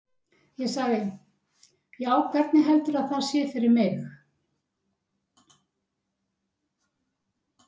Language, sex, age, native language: Icelandic, female, 60-69, Icelandic